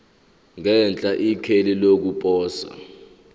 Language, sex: Zulu, male